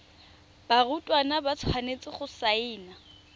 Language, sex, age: Tswana, female, 20